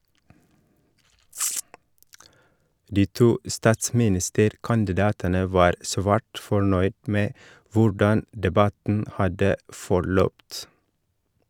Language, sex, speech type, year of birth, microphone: Norwegian, male, read, 1983, Shure